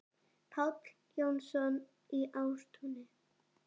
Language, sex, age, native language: Icelandic, female, 7, Icelandic